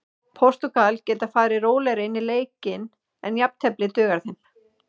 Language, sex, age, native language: Icelandic, female, 30-39, Icelandic